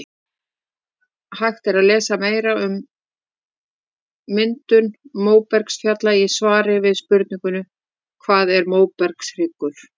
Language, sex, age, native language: Icelandic, female, 50-59, Icelandic